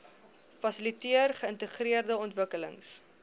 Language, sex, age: Afrikaans, female, 21